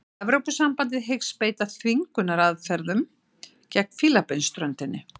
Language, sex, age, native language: Icelandic, female, 60-69, Icelandic